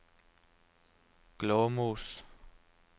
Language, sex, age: Norwegian, male, 29